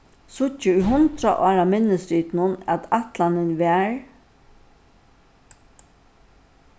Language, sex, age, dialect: Faroese, female, 61+, Suðurstreymoy